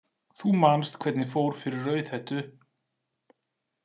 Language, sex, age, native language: Icelandic, male, 40-49, Icelandic